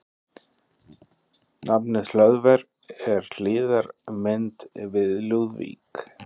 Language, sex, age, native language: Icelandic, male, 30-39, Icelandic